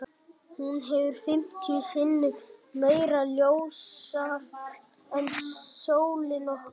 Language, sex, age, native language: Icelandic, male, 18-19, Icelandic